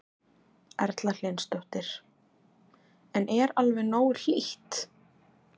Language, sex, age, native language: Icelandic, female, 20-29, Icelandic